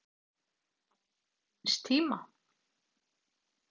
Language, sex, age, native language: Icelandic, male, 8, Icelandic